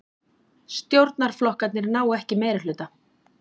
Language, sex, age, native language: Icelandic, female, 40-49, Icelandic